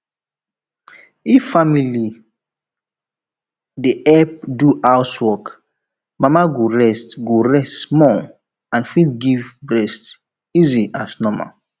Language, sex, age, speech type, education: Nigerian Pidgin, male, 15-29, spontaneous, tertiary